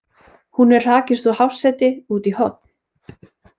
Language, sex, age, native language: Icelandic, female, 20-29, Icelandic